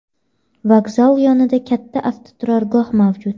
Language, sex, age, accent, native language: Uzbek, female, 25-34, Toshkent shahri, Uzbek